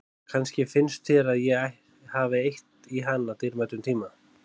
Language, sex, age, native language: Icelandic, male, 30-39, Icelandic